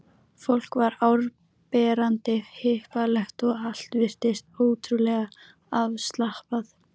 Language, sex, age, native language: Icelandic, female, 12, Icelandic